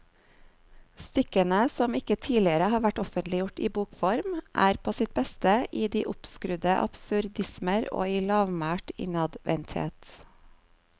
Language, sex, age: Norwegian, female, 39